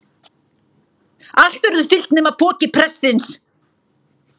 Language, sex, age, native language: Icelandic, female, 40-49, Icelandic